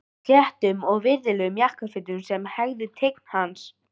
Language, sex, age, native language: Icelandic, female, 13, Icelandic